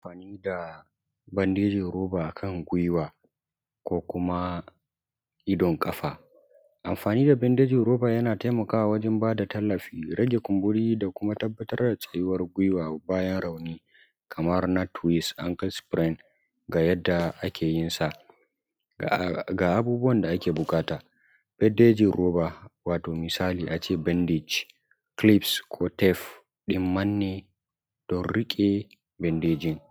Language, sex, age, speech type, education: Hausa, male, 15-29, spontaneous, secondary